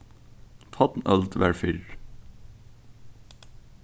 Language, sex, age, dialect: Faroese, male, 15-35, Suðurstreymoy